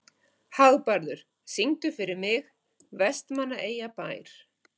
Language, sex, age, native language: Icelandic, female, 50-59, Icelandic